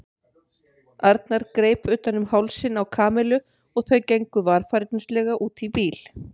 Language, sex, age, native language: Icelandic, female, 50-59, Icelandic